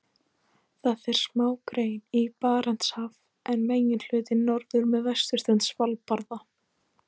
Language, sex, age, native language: Icelandic, female, 18-19, Icelandic